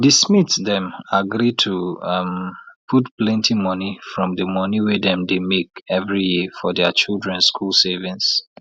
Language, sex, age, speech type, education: Nigerian Pidgin, male, 30-45, spontaneous, tertiary